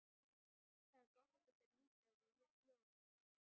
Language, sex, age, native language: Icelandic, female, 12, Icelandic